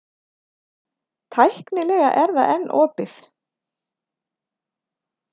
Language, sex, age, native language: Icelandic, female, 30-39, Icelandic